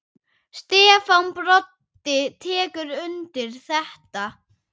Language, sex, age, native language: Icelandic, female, 8, Icelandic